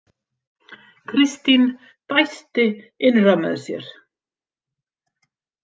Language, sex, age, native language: Icelandic, female, 50-59, Icelandic